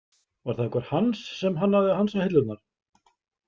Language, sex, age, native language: Icelandic, male, 50-59, Icelandic